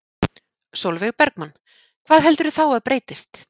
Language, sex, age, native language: Icelandic, female, 40-49, Icelandic